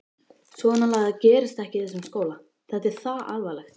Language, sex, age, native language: Icelandic, female, 13, Icelandic